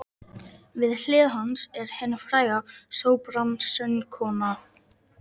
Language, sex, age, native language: Icelandic, male, 11, Polish